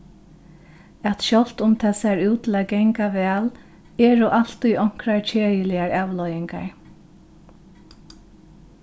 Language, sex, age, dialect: Faroese, female, 36-60, Norðurstreymoy/Eysturoy